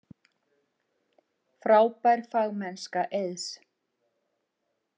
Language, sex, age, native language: Icelandic, female, 50-59, Icelandic